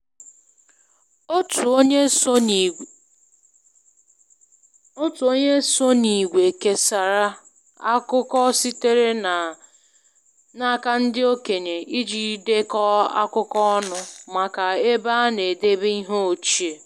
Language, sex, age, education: Igbo, female, 15-29, tertiary